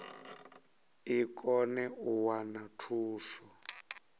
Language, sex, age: Venda, male, 37